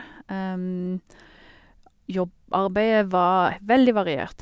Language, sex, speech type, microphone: Norwegian, female, spontaneous, Sennheiser